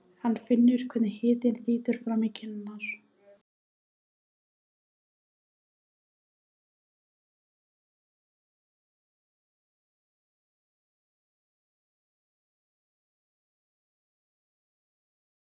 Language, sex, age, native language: Icelandic, female, 14, Icelandic